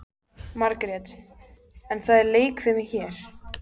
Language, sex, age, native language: Icelandic, female, 14, Icelandic